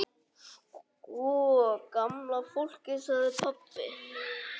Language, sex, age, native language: Icelandic, male, 9, Icelandic